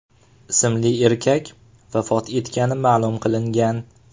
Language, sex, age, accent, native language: Uzbek, male, 18-24, Farg'ona, Uzbek